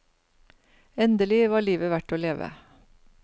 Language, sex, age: Norwegian, female, 49